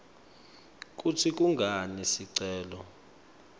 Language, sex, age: Swati, male, 25